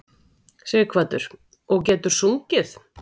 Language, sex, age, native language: Icelandic, female, 40-49, Icelandic